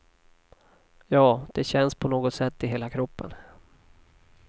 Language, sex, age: Swedish, male, 40